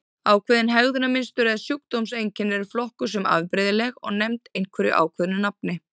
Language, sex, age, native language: Icelandic, female, 30-39, Icelandic